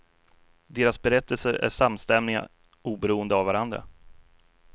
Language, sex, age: Swedish, male, 33